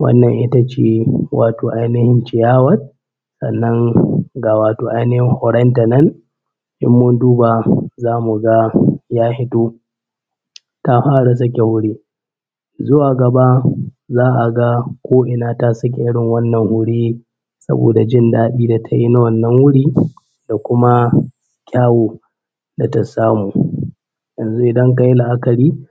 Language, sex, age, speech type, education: Hausa, male, 15-29, spontaneous, primary